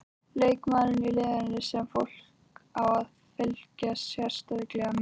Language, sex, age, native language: Icelandic, other, 13, Icelandic